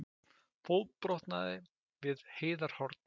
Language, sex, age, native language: Icelandic, male, 20-29, Icelandic